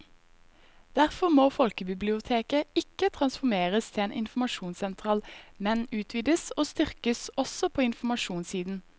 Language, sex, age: Norwegian, female, 21